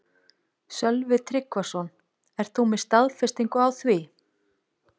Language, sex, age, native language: Icelandic, female, 40-49, Icelandic